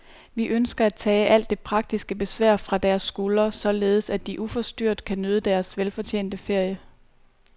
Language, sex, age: Danish, female, 29